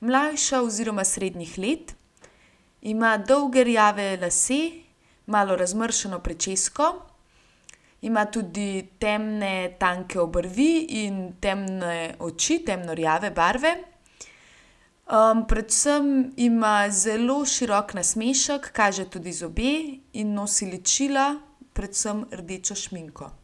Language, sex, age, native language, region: Slovenian, female, 18-29, Slovenian, Gorenjska region